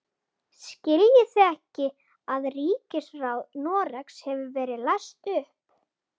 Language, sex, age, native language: Icelandic, female, 11, Icelandic